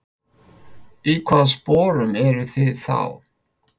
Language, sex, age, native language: Icelandic, male, 50-59, Icelandic